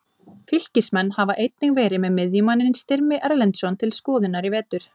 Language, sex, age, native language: Icelandic, female, 20-29, Icelandic